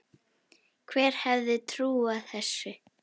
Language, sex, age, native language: Icelandic, female, 10, Icelandic